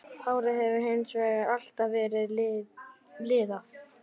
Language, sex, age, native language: Icelandic, male, 11, Icelandic